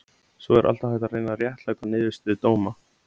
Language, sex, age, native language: Icelandic, male, 17, Icelandic